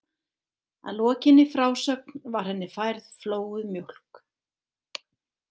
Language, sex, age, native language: Icelandic, female, 60-69, Icelandic